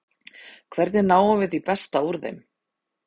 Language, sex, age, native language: Icelandic, female, 30-39, Icelandic